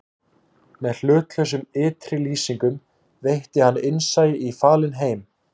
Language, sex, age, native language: Icelandic, male, 18-19, Icelandic